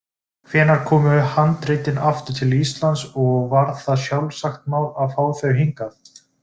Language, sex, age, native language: Icelandic, male, 20-29, Icelandic